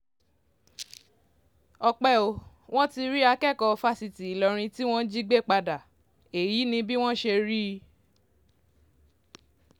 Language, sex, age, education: Yoruba, female, 15-29, tertiary